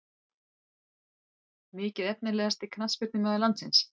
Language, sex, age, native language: Icelandic, female, 30-39, Icelandic